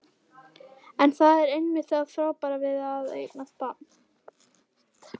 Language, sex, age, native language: Icelandic, female, 11, Icelandic